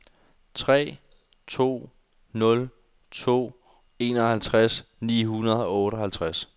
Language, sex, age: Danish, male, 21